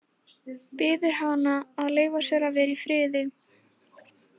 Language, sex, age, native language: Icelandic, female, 15, Icelandic